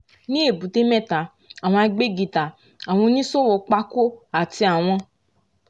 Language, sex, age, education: Yoruba, female, 15-29, tertiary